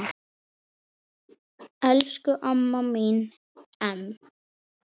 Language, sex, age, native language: Icelandic, female, 10, Icelandic